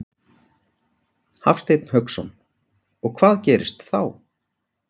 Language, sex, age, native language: Icelandic, male, 40-49, Icelandic